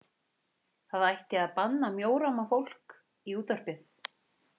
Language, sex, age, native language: Icelandic, female, 30-39, Icelandic